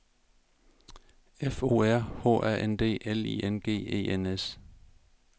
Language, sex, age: Danish, male, 42